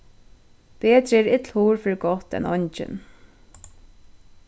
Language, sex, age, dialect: Faroese, female, 36-60, Suðurstreymoy